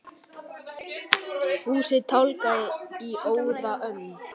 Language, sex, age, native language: Icelandic, male, 10, Icelandic